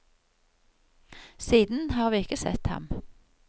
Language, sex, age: Norwegian, female, 55